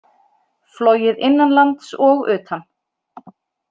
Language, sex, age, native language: Icelandic, female, 30-39, Icelandic